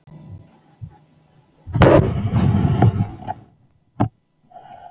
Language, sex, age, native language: Icelandic, male, 11, English